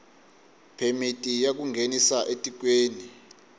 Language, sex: Tsonga, male